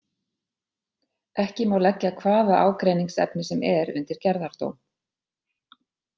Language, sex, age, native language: Icelandic, female, 40-49, Icelandic